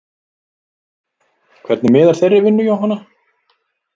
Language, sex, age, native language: Icelandic, male, 40-49, Icelandic